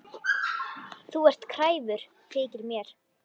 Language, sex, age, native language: Icelandic, female, 10, Icelandic